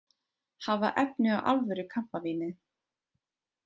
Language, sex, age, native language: Icelandic, female, 20-29, Icelandic